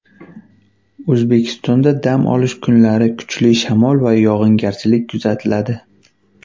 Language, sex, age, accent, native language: Uzbek, male, 19-29, Qashqadaryo, Uzbek